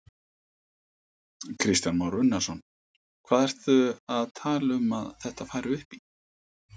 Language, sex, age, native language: Icelandic, male, 50-59, Icelandic